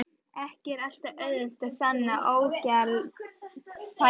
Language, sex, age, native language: Icelandic, female, 11, Icelandic